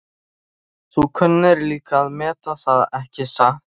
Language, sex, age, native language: Icelandic, male, 13, Icelandic